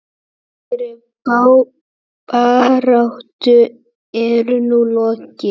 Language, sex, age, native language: Icelandic, male, 8, Icelandic